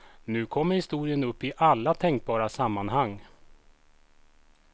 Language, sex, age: Swedish, male, 36